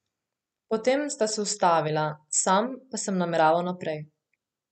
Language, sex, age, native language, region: Slovenian, female, 18-29, Slovenian, Coastal Karst region